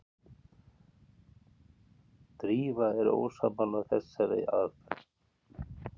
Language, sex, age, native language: Icelandic, male, 50-59, Icelandic